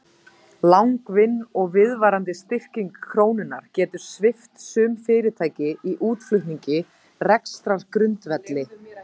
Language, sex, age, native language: Icelandic, female, 30-39, Icelandic